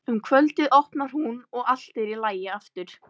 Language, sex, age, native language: Icelandic, female, 11, Icelandic